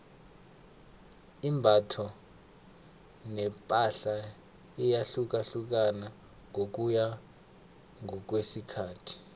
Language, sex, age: South Ndebele, male, 21